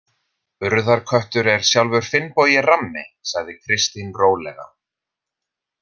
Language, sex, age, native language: Icelandic, male, 30-39, Icelandic